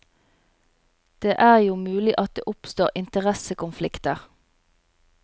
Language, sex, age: Norwegian, female, 27